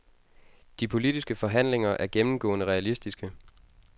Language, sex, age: Danish, male, 22